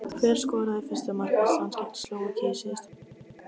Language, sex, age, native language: Icelandic, female, 15, Icelandic